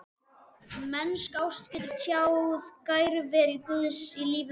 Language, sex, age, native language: Icelandic, male, 12, Icelandic